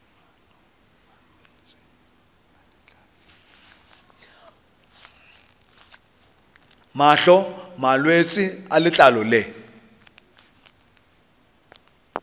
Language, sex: Northern Sotho, male